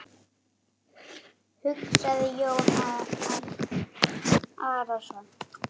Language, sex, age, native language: Icelandic, female, 8, Icelandic